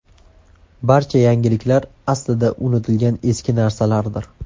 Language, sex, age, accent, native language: Uzbek, male, 18-24, Andijon, Uzbek